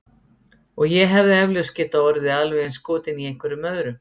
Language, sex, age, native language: Icelandic, female, 50-59, Icelandic